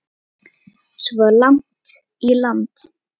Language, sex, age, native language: Icelandic, female, 8, Icelandic